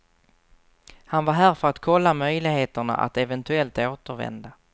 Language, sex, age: Swedish, male, 24